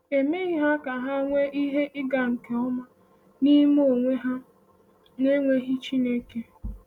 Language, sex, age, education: Igbo, female, 15-29, tertiary